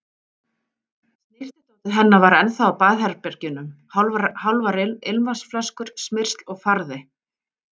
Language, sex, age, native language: Icelandic, female, 40-49, Icelandic